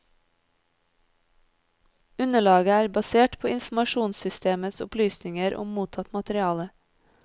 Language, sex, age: Norwegian, female, 30